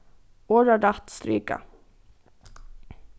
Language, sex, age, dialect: Faroese, female, 15-35, Norðuroyggjar